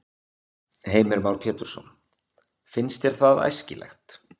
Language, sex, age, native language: Icelandic, male, 20-29, Icelandic